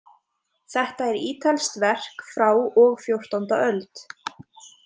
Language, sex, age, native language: Icelandic, female, 20-29, Icelandic